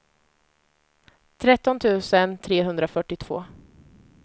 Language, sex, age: Swedish, female, 25